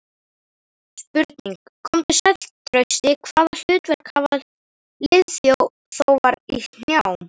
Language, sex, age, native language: Icelandic, male, 11, Icelandic